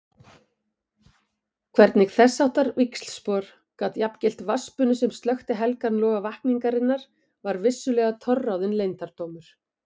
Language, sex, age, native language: Icelandic, female, 50-59, Icelandic